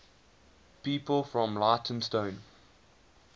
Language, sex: English, male